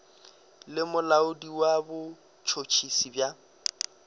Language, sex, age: Northern Sotho, male, 22